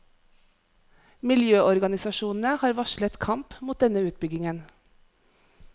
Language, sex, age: Norwegian, female, 43